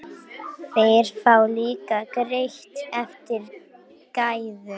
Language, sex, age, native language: Icelandic, other, 18-19, Icelandic